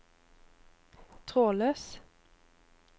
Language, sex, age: Norwegian, female, 25